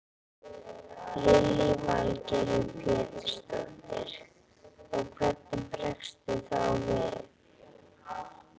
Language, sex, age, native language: Icelandic, female, 11, Icelandic